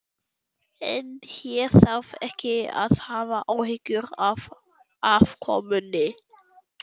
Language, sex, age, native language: Icelandic, male, 11, German